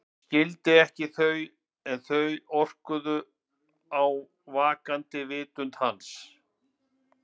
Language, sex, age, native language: Icelandic, male, 50-59, Icelandic